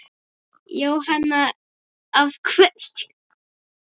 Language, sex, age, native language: Icelandic, female, 8, Icelandic